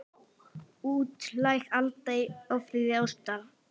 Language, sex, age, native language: Icelandic, female, 9, Icelandic